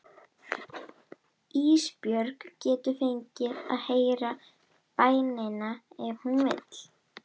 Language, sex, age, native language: Icelandic, female, 12, Icelandic